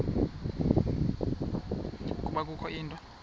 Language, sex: Xhosa, male